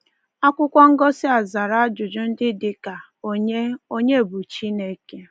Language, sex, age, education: Igbo, female, 15-29, tertiary